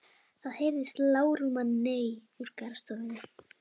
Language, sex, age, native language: Icelandic, female, 11, Icelandic